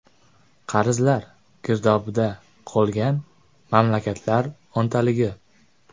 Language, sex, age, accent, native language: Uzbek, male, 18-24, Jizzax, Uzbek